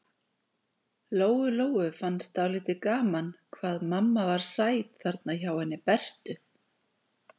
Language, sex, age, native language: Icelandic, female, 40-49, Icelandic